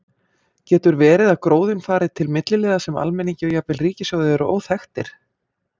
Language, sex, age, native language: Icelandic, female, 40-49, Icelandic